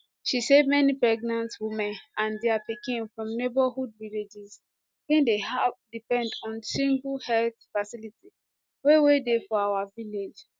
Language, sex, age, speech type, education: Nigerian Pidgin, female, 15-29, spontaneous, tertiary